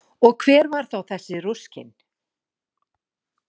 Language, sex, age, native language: Icelandic, female, 40-49, Icelandic